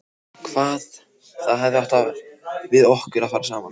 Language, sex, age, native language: Icelandic, male, 14, Icelandic